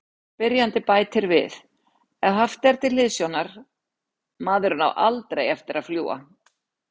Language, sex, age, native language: Icelandic, female, 60-69, Icelandic